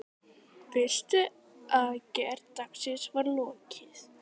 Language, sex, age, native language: Icelandic, female, 10, Icelandic